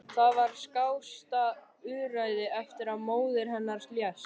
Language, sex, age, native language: Icelandic, male, 13, Icelandic